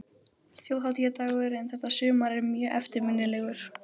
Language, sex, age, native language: Icelandic, female, 12, Icelandic